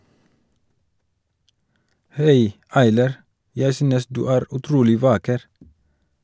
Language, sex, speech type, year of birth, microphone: Norwegian, male, read, 1983, Shure